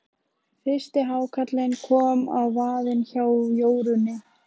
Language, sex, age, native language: Icelandic, female, 15, Icelandic